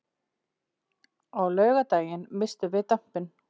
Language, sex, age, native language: Icelandic, female, 40-49, Icelandic